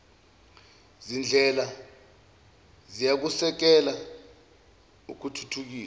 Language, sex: Zulu, male